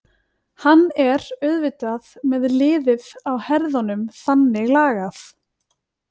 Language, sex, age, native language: Icelandic, female, 20-29, Icelandic